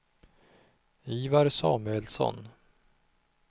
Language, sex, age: Swedish, male, 37